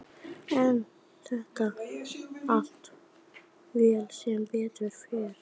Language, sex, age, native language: Icelandic, female, 11, Icelandic